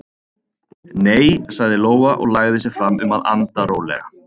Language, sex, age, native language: Icelandic, male, 30-39, Icelandic